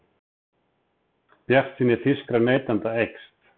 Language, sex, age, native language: Icelandic, male, 30-39, Icelandic